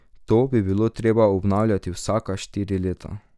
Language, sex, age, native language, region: Slovenian, male, 18-29, Slovenian, Drava region